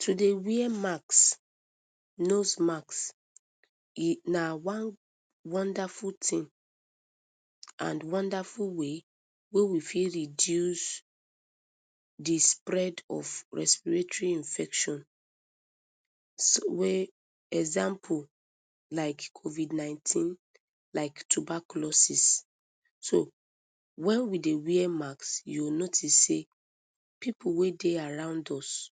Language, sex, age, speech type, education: Nigerian Pidgin, female, 30-45, spontaneous, tertiary